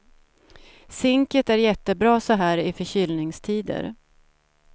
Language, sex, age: Swedish, female, 47